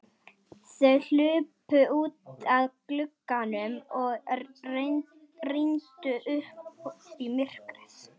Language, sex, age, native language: Icelandic, female, 12, Swedish